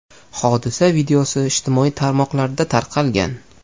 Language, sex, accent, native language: Uzbek, male, Farg'ona, Uzbek